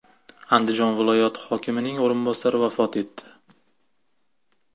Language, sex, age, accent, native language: Uzbek, male, 25-34, Jizzax, Uzbek